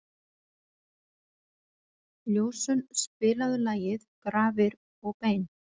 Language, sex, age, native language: Icelandic, female, 40-49, Icelandic